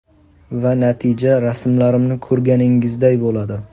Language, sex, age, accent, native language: Uzbek, male, 19-29, Toshkent viloyati, Uzbek